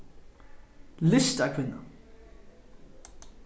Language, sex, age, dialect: Faroese, male, 15-35, Norðurstreymoy/Eysturoy